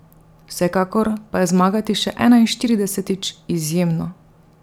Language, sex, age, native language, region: Slovenian, female, 30-49, Slovenian, Drava region